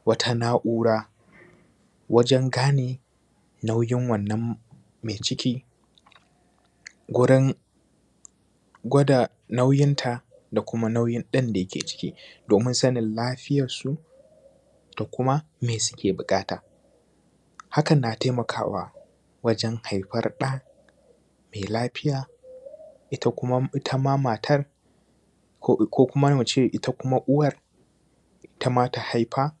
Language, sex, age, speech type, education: Hausa, male, 15-29, spontaneous, primary